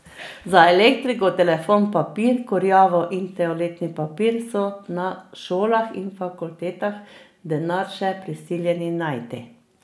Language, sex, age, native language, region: Slovenian, female, 50-59, Slovenian, Drava region